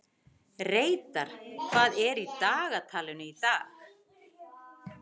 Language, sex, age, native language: Icelandic, female, 40-49, Icelandic